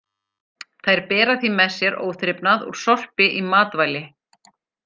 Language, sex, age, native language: Icelandic, female, 40-49, Icelandic